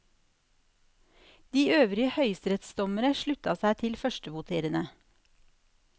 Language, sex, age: Norwegian, female, 46